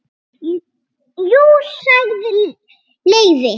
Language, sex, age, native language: Icelandic, female, 6, Icelandic